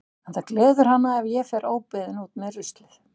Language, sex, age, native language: Icelandic, female, 60-69, Icelandic